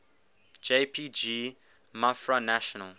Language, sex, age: English, male, 18